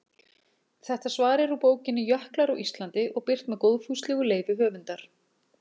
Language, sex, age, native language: Icelandic, female, 40-49, Icelandic